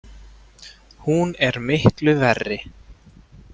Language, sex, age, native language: Icelandic, male, 20-29, Icelandic